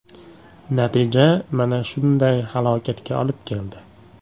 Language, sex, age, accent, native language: Uzbek, male, 18-24, Andijon, Uzbek